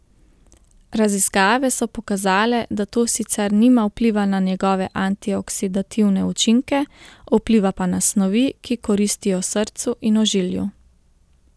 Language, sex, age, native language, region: Slovenian, female, 30-49, Slovenian, Central Slovenia